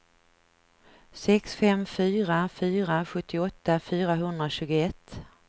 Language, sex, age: Swedish, female, 49